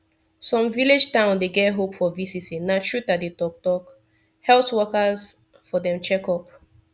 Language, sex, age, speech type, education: Nigerian Pidgin, female, 15-29, spontaneous, tertiary